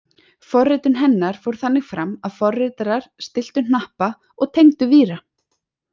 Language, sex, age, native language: Icelandic, female, 30-39, Icelandic